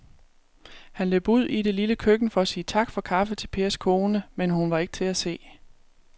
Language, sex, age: Danish, female, 36